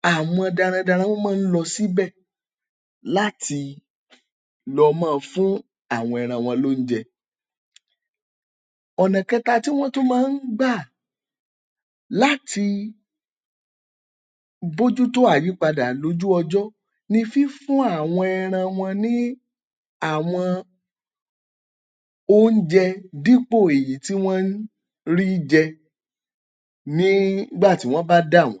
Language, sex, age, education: Yoruba, male, 30-45, tertiary